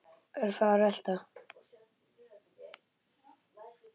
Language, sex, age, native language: Icelandic, male, 10, Icelandic